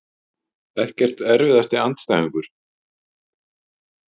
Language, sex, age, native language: Icelandic, male, 50-59, Icelandic